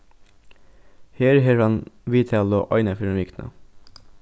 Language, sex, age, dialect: Faroese, male, 15-35, Norðurstreymoy/Eysturoy